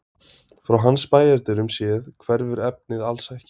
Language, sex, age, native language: Icelandic, male, 20-29, Icelandic